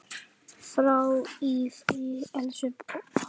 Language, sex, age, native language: Icelandic, male, 8, Icelandic